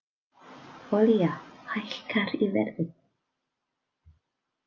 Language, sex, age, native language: Icelandic, female, 20-29, Icelandic